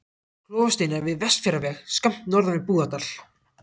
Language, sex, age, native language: Icelandic, other, 18-19, Icelandic